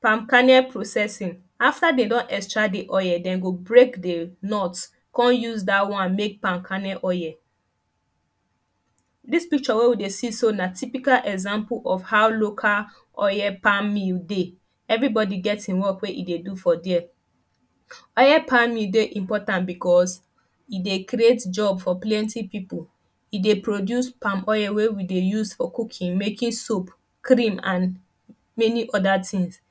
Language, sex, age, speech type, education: Nigerian Pidgin, female, 15-29, spontaneous, tertiary